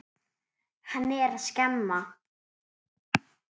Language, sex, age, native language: Icelandic, female, 7, Icelandic